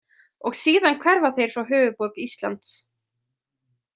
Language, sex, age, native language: Icelandic, female, 20-29, Icelandic